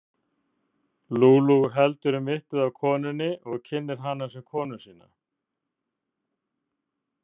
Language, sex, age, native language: Icelandic, male, 50-59, Icelandic